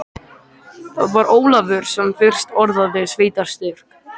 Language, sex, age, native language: Icelandic, male, 13, Icelandic